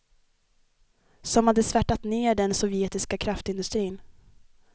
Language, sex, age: Swedish, female, 23